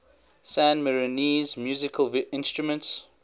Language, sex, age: English, male, 21